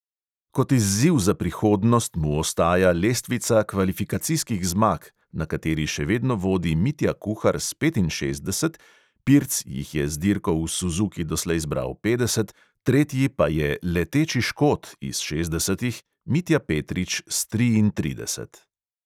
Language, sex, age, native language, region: Slovenian, male, 30-49, Slovenian, Central Slovenia